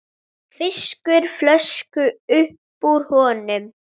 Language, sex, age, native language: Icelandic, female, 7, Icelandic